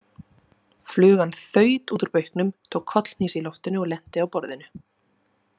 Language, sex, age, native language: Icelandic, female, 30-39, Icelandic